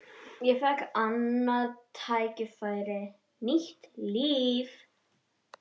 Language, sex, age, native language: Icelandic, female, 12, Icelandic